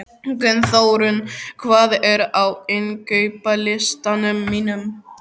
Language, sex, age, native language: Icelandic, male, 12, Icelandic